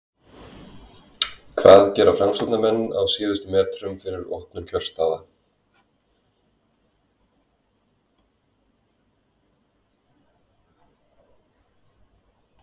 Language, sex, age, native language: Icelandic, male, 20-29, Icelandic